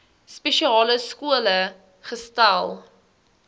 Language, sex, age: Afrikaans, female, 19